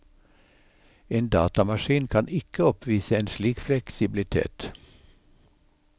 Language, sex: Norwegian, male